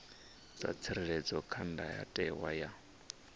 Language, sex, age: Venda, male, 34